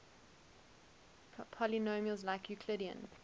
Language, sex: English, female